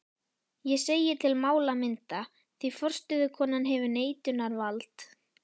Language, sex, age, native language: Icelandic, female, 11, Icelandic